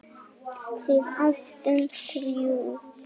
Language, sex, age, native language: Icelandic, female, 7, Icelandic